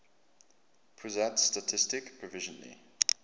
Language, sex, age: English, male, 24